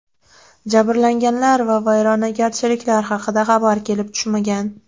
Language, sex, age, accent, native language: Uzbek, female, 18-24, Andijon, Uzbek